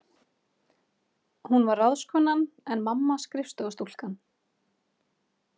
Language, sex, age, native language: Icelandic, female, 30-39, Icelandic